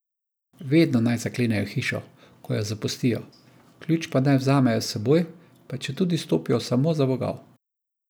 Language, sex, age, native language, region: Slovenian, male, 50-59, Slovenian, Savinja region